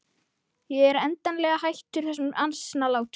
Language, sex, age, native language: Icelandic, male, 13, Icelandic